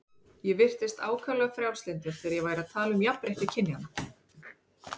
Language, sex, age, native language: Icelandic, female, 30-39, Icelandic